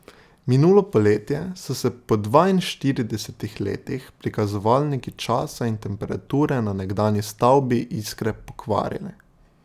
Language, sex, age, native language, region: Slovenian, male, 18-29, Slovenian, Drava region